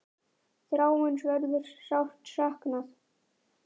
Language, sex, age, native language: Icelandic, male, 9, Icelandic